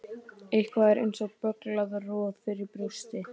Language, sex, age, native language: Icelandic, male, 18-19, Icelandic